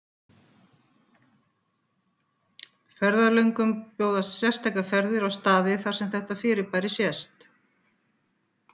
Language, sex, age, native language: Icelandic, female, 50-59, Icelandic